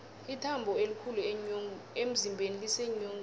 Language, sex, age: South Ndebele, female, 22